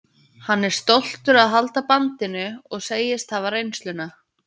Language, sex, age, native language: Icelandic, female, 20-29, Icelandic